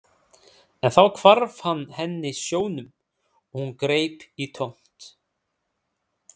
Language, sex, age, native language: Icelandic, male, 30-39, Icelandic